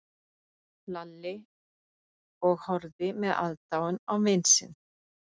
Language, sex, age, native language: Icelandic, female, 50-59, Icelandic